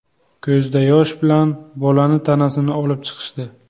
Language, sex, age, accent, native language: Uzbek, male, 18-24, Buxoro, Uzbek